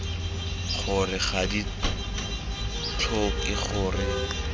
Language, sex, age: Tswana, male, 23